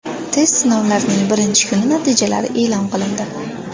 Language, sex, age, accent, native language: Uzbek, female, 18-24, Andijon, Uzbek